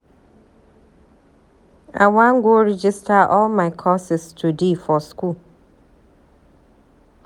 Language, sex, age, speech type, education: Nigerian Pidgin, female, 30-45, read, tertiary